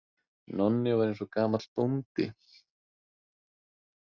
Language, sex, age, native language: Icelandic, male, 20-29, Icelandic